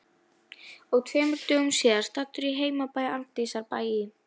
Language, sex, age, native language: Icelandic, female, 11, Icelandic